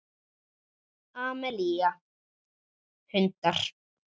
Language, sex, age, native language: Icelandic, male, 7, Icelandic